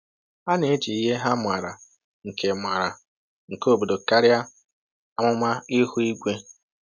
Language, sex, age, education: Igbo, male, 15-29, tertiary